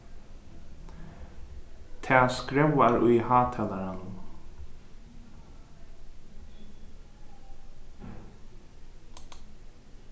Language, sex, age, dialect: Faroese, male, 15-35, Norðuroyggjar